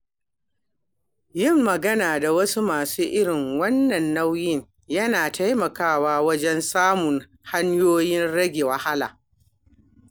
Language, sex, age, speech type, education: Hausa, female, 60+, read, primary